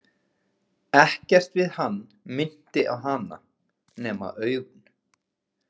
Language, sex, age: Icelandic, male, 20-29